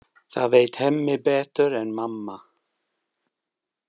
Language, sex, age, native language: Icelandic, male, 50-59, English